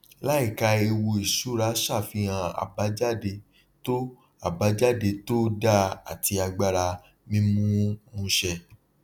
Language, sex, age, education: Yoruba, male, 30-45, tertiary